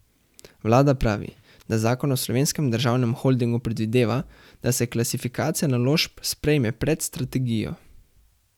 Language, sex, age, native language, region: Slovenian, male, 18-29, Slovenian, Central Slovenia